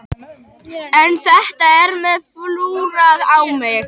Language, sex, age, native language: Icelandic, male, 21, Icelandic